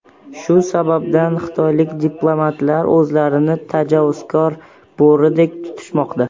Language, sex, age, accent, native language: Uzbek, male, under 19, Farg'ona, Uzbek